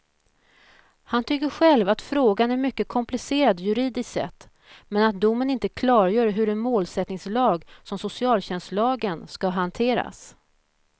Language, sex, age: Swedish, female, 41